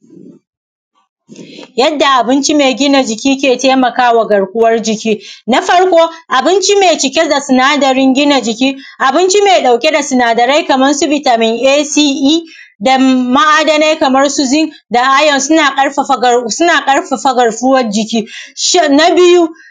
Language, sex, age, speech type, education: Hausa, female, 30-45, spontaneous, primary